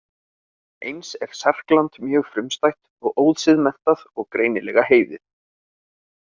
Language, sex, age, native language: Icelandic, male, 30-39, Icelandic